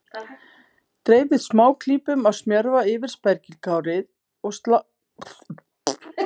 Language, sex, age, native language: Icelandic, female, 50-59, Icelandic